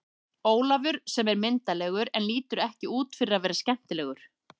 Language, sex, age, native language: Icelandic, female, 30-39, Icelandic